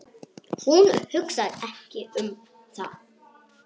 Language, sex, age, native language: Icelandic, female, 8, Icelandic